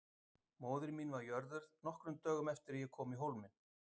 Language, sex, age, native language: Icelandic, male, 50-59, Icelandic